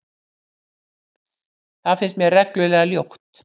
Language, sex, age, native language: Icelandic, female, 60-69, Icelandic